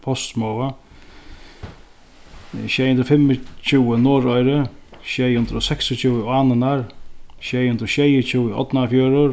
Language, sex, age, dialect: Faroese, male, 36-60, Sandoy